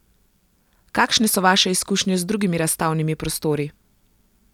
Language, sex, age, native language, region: Slovenian, female, 18-29, Slovenian, Gorenjska region